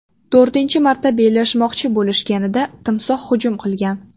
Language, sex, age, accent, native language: Uzbek, female, 18-24, Sirdaryo, Uzbek